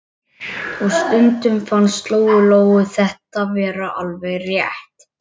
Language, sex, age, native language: Icelandic, male, 11, Icelandic